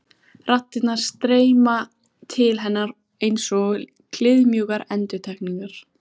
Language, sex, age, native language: Icelandic, female, 14, Icelandic